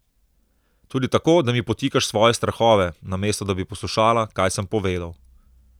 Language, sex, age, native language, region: Slovenian, male, 30-49, Slovenian, Southeast Slovenia